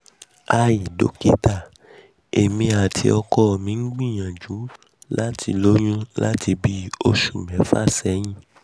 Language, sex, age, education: Yoruba, male, 30-45, tertiary